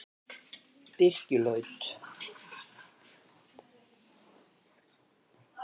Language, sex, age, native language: Icelandic, female, 70-79, Icelandic